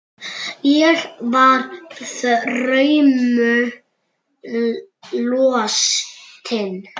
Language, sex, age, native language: Icelandic, male, 9, Icelandic